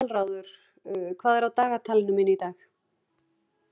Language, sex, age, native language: Icelandic, female, 40-49, Icelandic